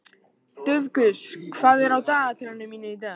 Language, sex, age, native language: Icelandic, male, 18-19, Icelandic